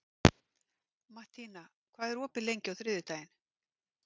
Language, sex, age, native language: Icelandic, female, 50-59, Icelandic